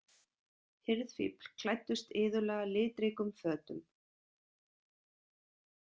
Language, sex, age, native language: Icelandic, female, 40-49, Icelandic